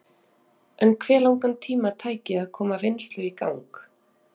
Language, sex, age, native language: Icelandic, female, 30-39, Icelandic